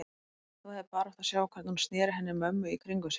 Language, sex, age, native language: Icelandic, female, 20-29, Icelandic